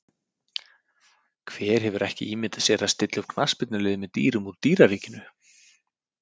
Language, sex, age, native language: Icelandic, male, 30-39, Icelandic